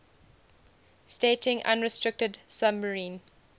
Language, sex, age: English, female, 20